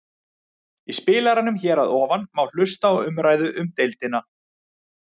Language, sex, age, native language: Icelandic, male, 30-39, Icelandic